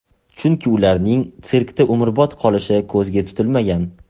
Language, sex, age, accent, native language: Uzbek, male, 18-24, Toshkent shahri, Uzbek